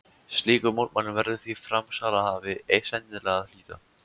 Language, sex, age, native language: Icelandic, male, 14, Icelandic